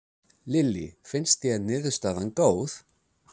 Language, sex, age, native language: Icelandic, male, 30-39, English